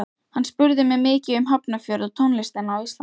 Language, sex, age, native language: Icelandic, female, 12, Icelandic